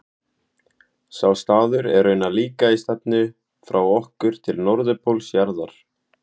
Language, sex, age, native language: Icelandic, male, 18-19, Icelandic